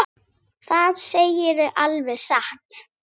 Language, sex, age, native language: Icelandic, female, 8, Icelandic